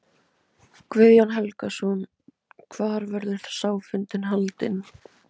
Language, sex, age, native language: Icelandic, female, 17, Icelandic